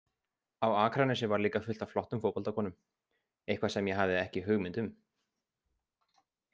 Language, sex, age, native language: Icelandic, male, 20-29, Icelandic